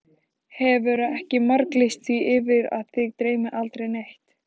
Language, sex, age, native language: Icelandic, female, 14, Icelandic